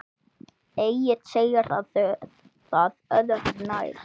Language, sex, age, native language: Icelandic, male, 8, Icelandic